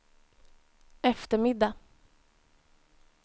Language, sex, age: Swedish, female, 20